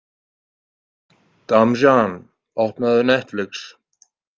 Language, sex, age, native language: Icelandic, male, 30-39, Icelandic